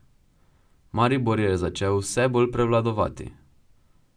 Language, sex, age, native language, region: Slovenian, male, 12-17, Slovenian, Drava region